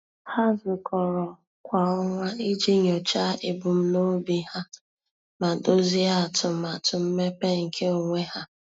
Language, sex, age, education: Igbo, female, 15-29, tertiary